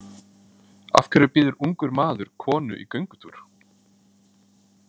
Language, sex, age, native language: Icelandic, male, 20-29, Icelandic